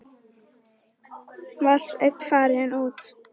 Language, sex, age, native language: Icelandic, female, 10, Icelandic